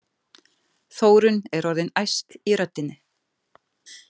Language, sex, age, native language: Icelandic, female, 50-59, Icelandic